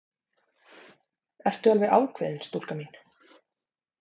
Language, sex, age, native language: Icelandic, female, 30-39, Icelandic